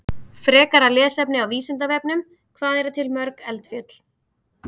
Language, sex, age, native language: Icelandic, female, 30-39, Icelandic